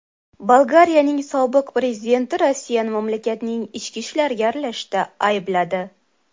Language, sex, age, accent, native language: Uzbek, female, 19-29, Toshkent shahri, Uzbek